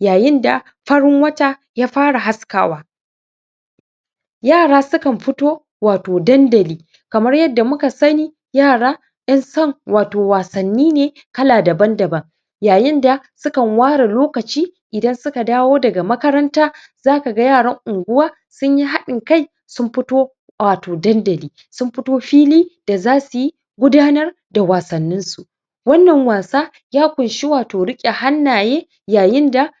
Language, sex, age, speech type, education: Hausa, male, 30-45, spontaneous, primary